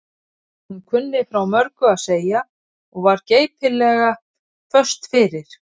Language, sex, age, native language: Icelandic, female, 50-59, Icelandic